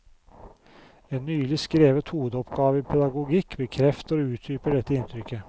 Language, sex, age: Norwegian, male, 44